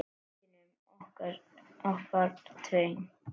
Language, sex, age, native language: Icelandic, male, 7, Icelandic